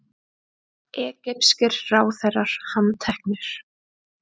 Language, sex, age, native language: Icelandic, female, 20-29, Icelandic